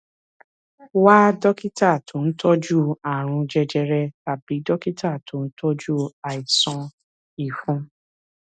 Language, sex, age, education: Yoruba, female, 15-29, tertiary